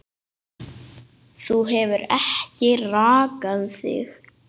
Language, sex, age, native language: Icelandic, male, 8, Icelandic